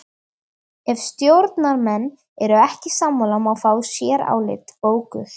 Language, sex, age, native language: Icelandic, female, 13, Icelandic